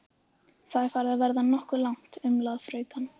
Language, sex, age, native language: Icelandic, female, 15, Icelandic